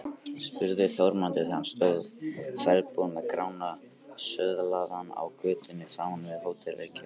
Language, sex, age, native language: Icelandic, male, 18-19, Icelandic